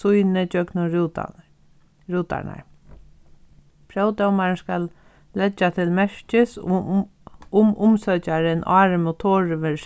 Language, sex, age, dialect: Faroese, female, 36-60, Sandoy